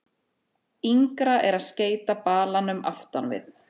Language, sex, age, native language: Icelandic, female, 30-39, Icelandic